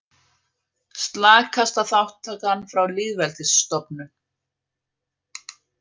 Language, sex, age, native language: Icelandic, female, 50-59, Icelandic